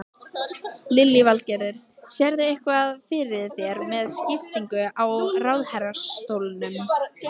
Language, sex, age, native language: Icelandic, female, 15, Icelandic